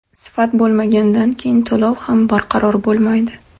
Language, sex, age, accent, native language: Uzbek, female, 18-24, Namangan, Uzbek